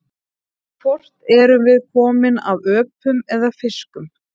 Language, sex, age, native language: Icelandic, female, 30-39, Icelandic